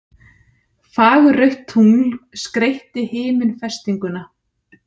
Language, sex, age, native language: Icelandic, female, 30-39, Icelandic